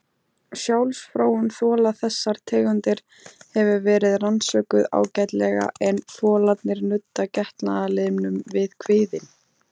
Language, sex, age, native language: Icelandic, female, 18-19, Icelandic